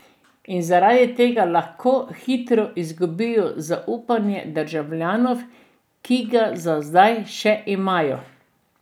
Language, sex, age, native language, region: Slovenian, female, 60+, Slovenian, Drava region